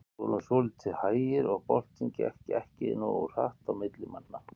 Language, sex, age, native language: Icelandic, male, 50-59, Icelandic